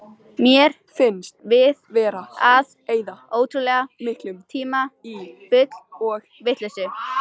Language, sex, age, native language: Icelandic, female, 18-19, Icelandic